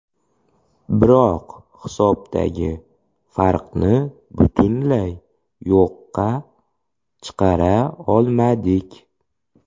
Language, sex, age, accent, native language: Uzbek, male, 25-34, Xorazm, Uzbek